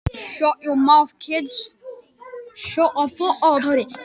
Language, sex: Icelandic, other